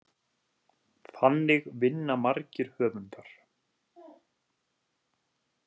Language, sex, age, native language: Icelandic, male, 30-39, Icelandic